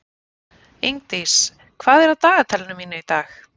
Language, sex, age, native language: Icelandic, female, 30-39, Icelandic